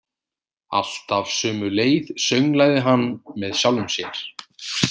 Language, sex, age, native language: Icelandic, male, 30-39, Icelandic